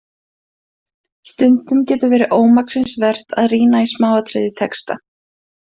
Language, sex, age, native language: Icelandic, female, 20-29, Icelandic